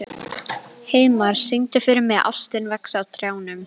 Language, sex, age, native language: Icelandic, female, 11, Icelandic